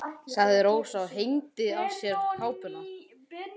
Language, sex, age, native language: Icelandic, male, 11, Icelandic